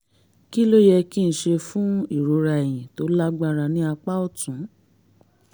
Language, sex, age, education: Yoruba, female, 30-45, tertiary